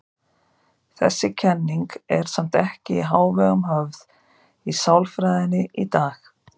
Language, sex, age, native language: Icelandic, female, 50-59, Icelandic